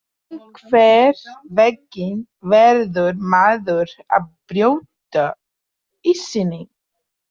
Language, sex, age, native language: Icelandic, female, 30-39, Portuguese